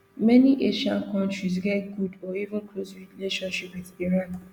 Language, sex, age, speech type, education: Nigerian Pidgin, female, 15-29, spontaneous, tertiary